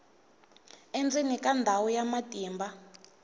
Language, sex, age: Tsonga, female, 19